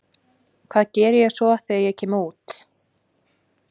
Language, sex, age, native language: Icelandic, female, 20-29, Icelandic